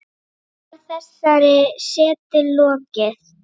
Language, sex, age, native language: Icelandic, female, 8, Icelandic